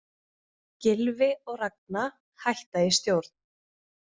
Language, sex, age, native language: Icelandic, female, 20-29, Icelandic